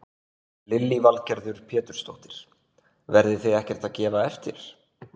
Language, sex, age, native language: Icelandic, male, 20-29, Icelandic